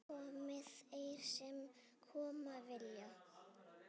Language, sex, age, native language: Icelandic, female, 8, Icelandic